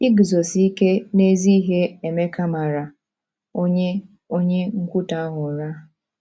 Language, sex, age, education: Igbo, female, 15-29, tertiary